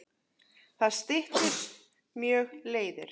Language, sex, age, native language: Icelandic, male, 10, Icelandic